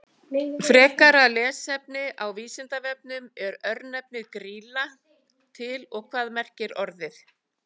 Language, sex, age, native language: Icelandic, female, 60-69, Icelandic